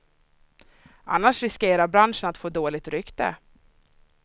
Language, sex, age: Swedish, female, 26